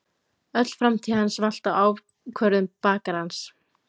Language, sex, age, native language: Icelandic, female, 15, Icelandic